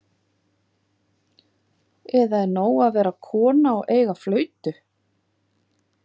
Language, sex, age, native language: Icelandic, female, 50-59, Icelandic